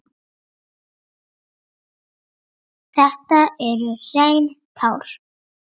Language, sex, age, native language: Icelandic, female, 7, Icelandic